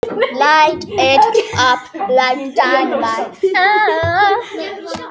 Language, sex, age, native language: Icelandic, female, 18-19, Icelandic